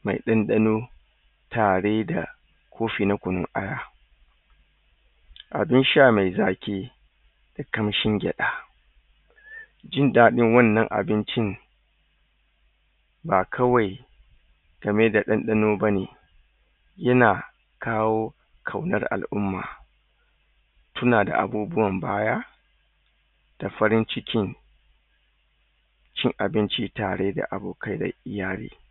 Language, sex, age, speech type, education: Hausa, male, 30-45, spontaneous, tertiary